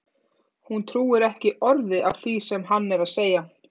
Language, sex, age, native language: Icelandic, female, 30-39, Icelandic